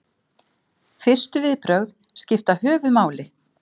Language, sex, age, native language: Icelandic, female, 50-59, Icelandic